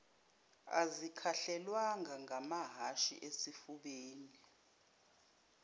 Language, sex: Zulu, female